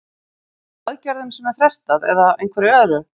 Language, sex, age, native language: Icelandic, female, 50-59, Icelandic